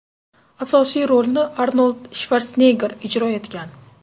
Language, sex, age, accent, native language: Uzbek, female, 18-24, Toshkent shahri, Uzbek